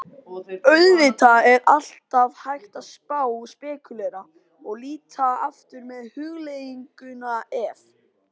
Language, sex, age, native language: Icelandic, male, 18-19, Icelandic